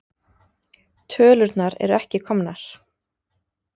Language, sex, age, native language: Icelandic, female, 30-39, Icelandic